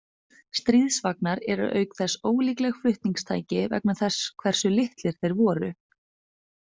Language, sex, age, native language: Icelandic, female, 30-39, Icelandic